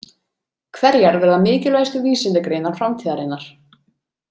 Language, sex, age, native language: Icelandic, female, 30-39, Icelandic